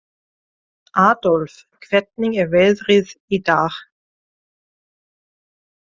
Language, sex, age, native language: Icelandic, female, 40-49, German